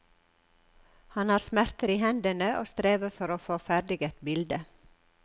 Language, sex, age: Norwegian, female, 54